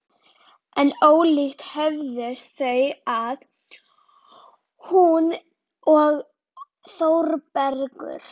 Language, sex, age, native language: Icelandic, female, 11, Icelandic